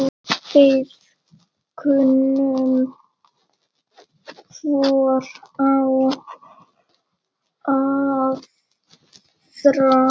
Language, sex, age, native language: Icelandic, female, 8, Icelandic